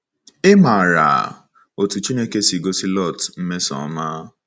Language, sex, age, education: Igbo, male, 15-29, secondary